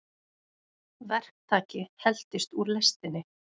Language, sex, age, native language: Icelandic, female, 30-39, Icelandic